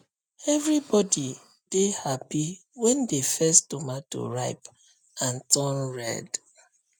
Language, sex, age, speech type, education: Nigerian Pidgin, male, 30-45, spontaneous, tertiary